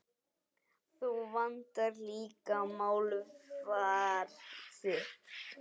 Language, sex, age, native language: Icelandic, female, 8, Icelandic